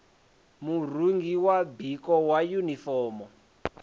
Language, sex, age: Venda, male, 20